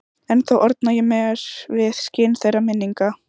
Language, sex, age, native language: Icelandic, female, 14, Icelandic